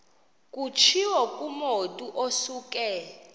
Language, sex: Xhosa, female